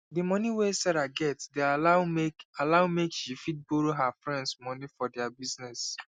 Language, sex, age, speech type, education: Nigerian Pidgin, male, 15-29, spontaneous, secondary